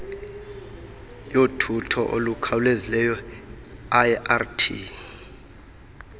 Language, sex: Xhosa, male